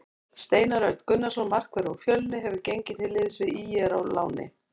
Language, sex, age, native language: Icelandic, female, 40-49, Icelandic